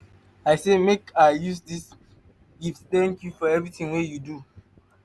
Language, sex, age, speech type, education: Nigerian Pidgin, male, 15-29, spontaneous, tertiary